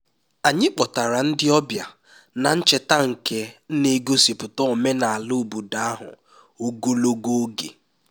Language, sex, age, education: Igbo, male, 15-29, tertiary